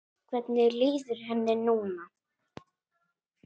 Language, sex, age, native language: Icelandic, female, 8, Icelandic